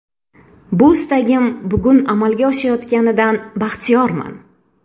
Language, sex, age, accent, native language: Uzbek, female, 35+, Toshkent shahri, Uzbek